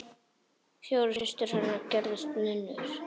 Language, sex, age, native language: Icelandic, female, 9, Icelandic